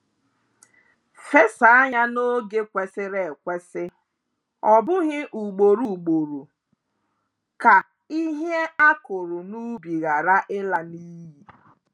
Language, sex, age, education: Igbo, female, 30-45, tertiary